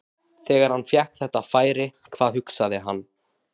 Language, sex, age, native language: Icelandic, male, 18-19, Icelandic